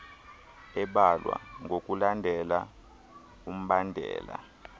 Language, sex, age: Xhosa, male, 23